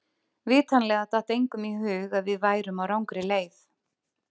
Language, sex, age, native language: Icelandic, female, 30-39, Icelandic